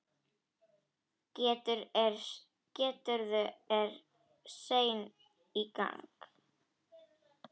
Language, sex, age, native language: Icelandic, female, 10, Icelandic